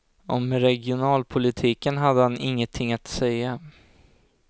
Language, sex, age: Swedish, male, 16